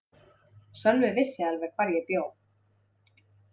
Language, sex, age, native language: Icelandic, female, 30-39, Icelandic